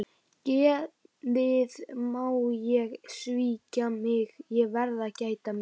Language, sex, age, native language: Icelandic, male, 12, Icelandic